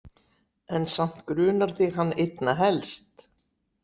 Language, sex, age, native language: Icelandic, female, 60-69, Icelandic